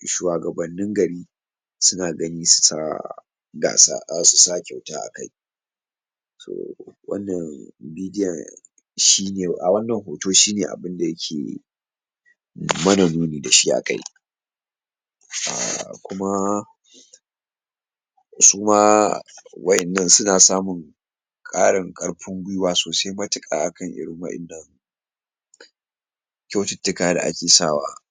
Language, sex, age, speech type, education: Hausa, male, 46-60, spontaneous, tertiary